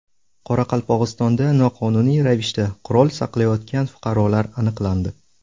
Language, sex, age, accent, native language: Uzbek, male, 18-24, Buxoro, Uzbek